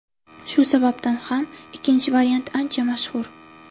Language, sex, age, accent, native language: Uzbek, female, 12-17, Navoiy, Uzbek